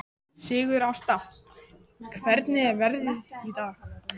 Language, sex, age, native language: Icelandic, female, 14, Icelandic